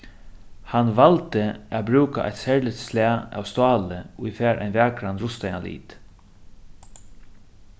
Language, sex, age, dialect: Faroese, male, 36-60, Suðurstreymoy